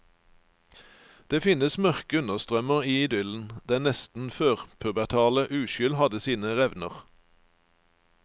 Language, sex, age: Norwegian, male, 49